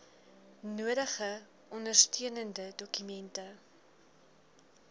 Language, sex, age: Afrikaans, female, 20